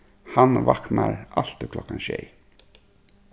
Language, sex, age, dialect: Faroese, male, 36-60, Suðurstreymoy